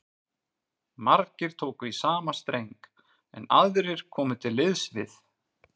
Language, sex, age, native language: Icelandic, male, 40-49, Icelandic